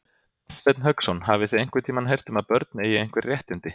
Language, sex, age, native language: Icelandic, male, 30-39, Icelandic